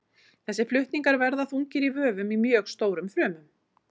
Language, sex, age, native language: Icelandic, female, 40-49, Icelandic